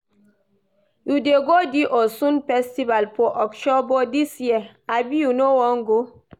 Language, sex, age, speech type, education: Nigerian Pidgin, female, 46-60, read, primary